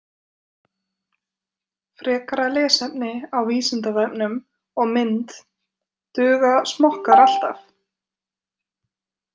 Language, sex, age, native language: Icelandic, female, 20-29, Icelandic